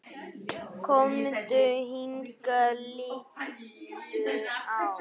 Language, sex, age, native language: Icelandic, male, 9, Icelandic